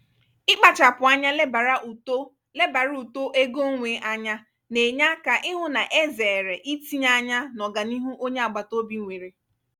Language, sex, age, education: Igbo, female, 15-29, tertiary